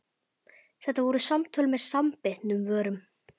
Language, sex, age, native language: Icelandic, male, 11, Icelandic